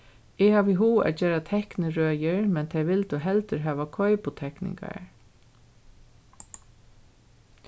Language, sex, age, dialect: Faroese, female, 36-60, Norðurstreymoy/Eysturoy